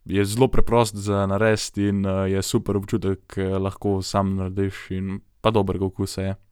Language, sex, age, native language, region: Slovenian, male, 18-29, Slovenian, Gorenjska region